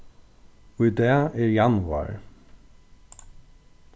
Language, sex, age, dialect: Faroese, male, 36-60, Norðurstreymoy/Eysturoy